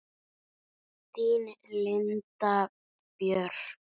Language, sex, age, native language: Icelandic, female, 9, Icelandic